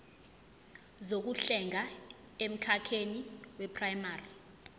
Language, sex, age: Zulu, female, 20